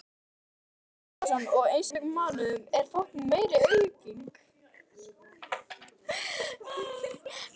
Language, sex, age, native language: Icelandic, female, 12, Icelandic